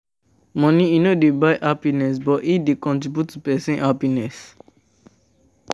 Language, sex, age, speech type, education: Nigerian Pidgin, male, 15-29, spontaneous, tertiary